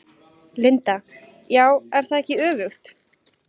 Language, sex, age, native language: Icelandic, female, 20-29, Icelandic